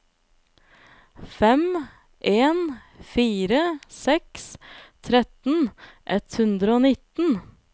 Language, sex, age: Norwegian, female, 25